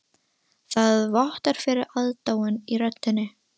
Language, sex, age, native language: Icelandic, female, 13, Russian